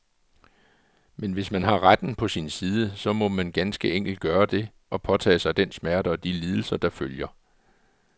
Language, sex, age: Danish, male, 44